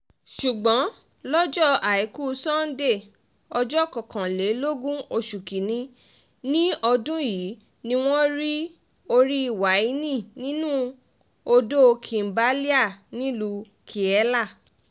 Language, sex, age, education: Yoruba, female, 15-29, tertiary